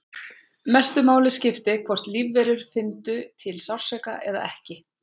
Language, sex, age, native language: Icelandic, female, 40-49, Icelandic